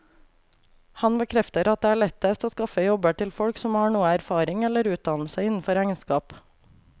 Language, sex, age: Norwegian, female, 28